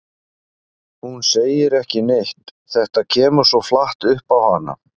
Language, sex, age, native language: Icelandic, male, 50-59, Icelandic